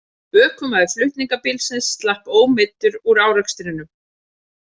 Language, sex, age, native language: Icelandic, female, 30-39, Icelandic